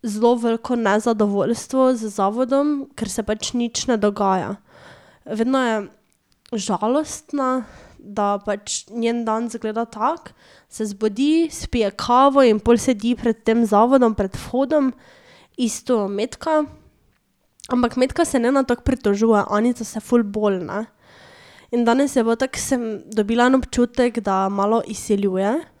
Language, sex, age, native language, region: Slovenian, female, 18-29, Slovenian, Drava region